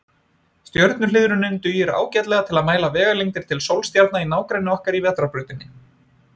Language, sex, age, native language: Icelandic, male, 20-29, Icelandic